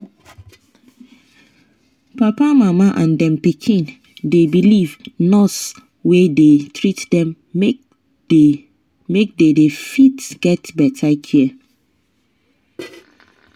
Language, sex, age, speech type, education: Nigerian Pidgin, female, 30-45, spontaneous, tertiary